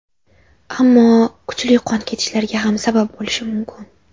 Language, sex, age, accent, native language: Uzbek, female, under 19, Jizzax, Uzbek